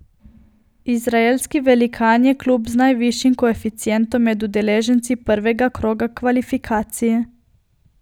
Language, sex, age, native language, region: Slovenian, female, 18-29, Slovenian, Coastal Karst region